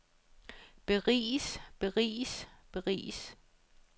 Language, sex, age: Danish, female, 35